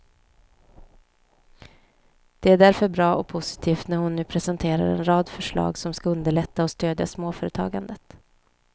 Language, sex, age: Swedish, female, 29